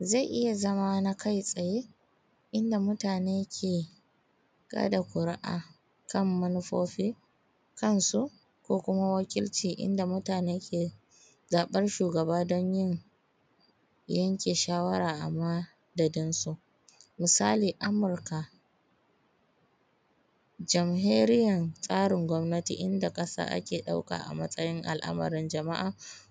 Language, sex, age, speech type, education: Hausa, female, 15-29, spontaneous, primary